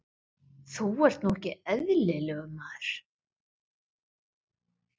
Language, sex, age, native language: Icelandic, female, 50-59, Icelandic